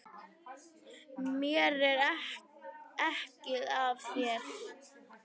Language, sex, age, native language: Icelandic, female, 9, Icelandic